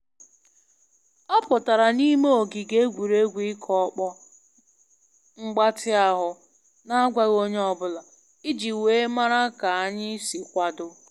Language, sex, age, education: Igbo, female, 15-29, tertiary